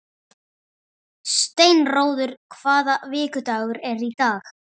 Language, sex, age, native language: Icelandic, male, 12, Icelandic